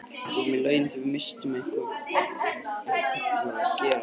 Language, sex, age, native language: Icelandic, male, 20-29, Icelandic